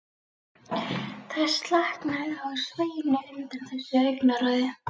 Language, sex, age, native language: Icelandic, female, 11, Icelandic